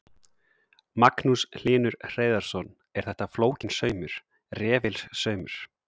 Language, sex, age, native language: Icelandic, male, 30-39, Icelandic